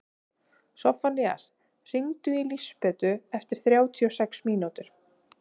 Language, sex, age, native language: Icelandic, female, 30-39, Icelandic